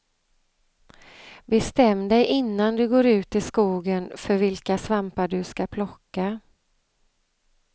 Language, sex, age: Swedish, female, 35